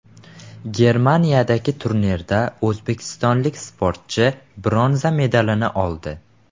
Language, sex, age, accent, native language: Uzbek, male, 12-17, Samarqand, Uzbek